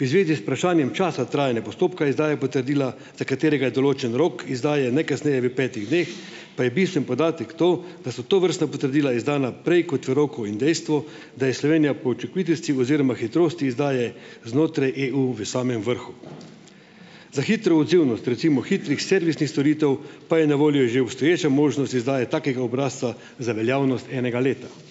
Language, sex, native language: Slovenian, male, Slovenian